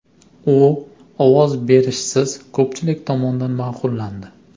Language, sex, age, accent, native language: Uzbek, male, 25-34, Andijon, Uzbek